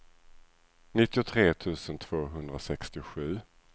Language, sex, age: Swedish, male, 37